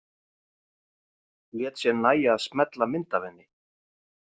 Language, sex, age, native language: Icelandic, male, 50-59, Icelandic